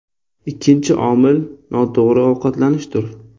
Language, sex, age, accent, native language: Uzbek, male, 18-24, Toshkent shahri, Uzbek